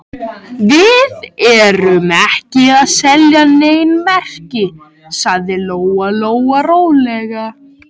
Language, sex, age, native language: Icelandic, male, 13, Icelandic